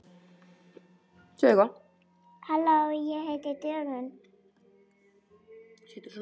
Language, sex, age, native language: Icelandic, female, 18-19, Icelandic